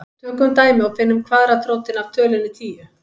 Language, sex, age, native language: Icelandic, female, 50-59, Icelandic